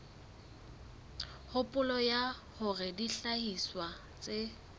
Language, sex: Southern Sotho, female